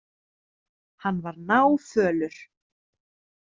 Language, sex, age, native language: Icelandic, female, 30-39, Icelandic